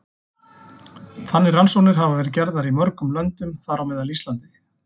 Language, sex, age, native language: Icelandic, male, 40-49, Icelandic